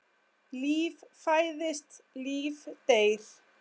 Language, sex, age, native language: Icelandic, female, 10, Icelandic